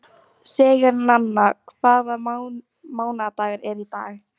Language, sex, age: Icelandic, female, 18-19